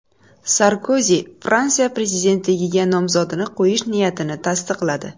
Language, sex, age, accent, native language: Uzbek, female, 18-24, Buxoro, Uzbek